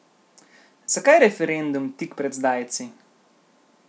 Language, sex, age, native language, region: Slovenian, male, 18-29, Slovenian, Central Slovenia